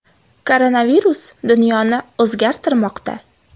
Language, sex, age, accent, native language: Uzbek, female, 18-24, Farg'ona, Uzbek